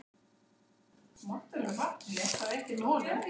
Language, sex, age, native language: Icelandic, male, 6, Icelandic